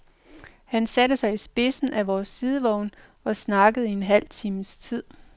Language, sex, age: Danish, female, 45